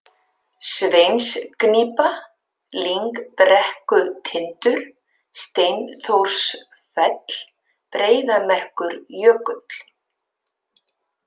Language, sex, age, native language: Icelandic, female, 50-59, Icelandic